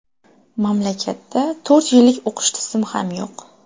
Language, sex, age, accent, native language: Uzbek, female, 12-17, Qashqadaryo, Uzbek